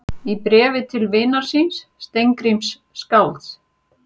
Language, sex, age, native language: Icelandic, female, 40-49, Icelandic